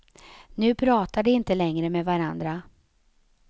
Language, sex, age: Swedish, female, 35